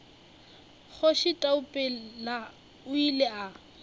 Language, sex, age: Northern Sotho, female, 21